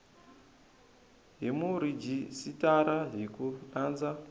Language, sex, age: Tsonga, male, 20